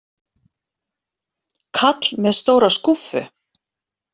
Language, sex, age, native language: Icelandic, female, 40-49, Icelandic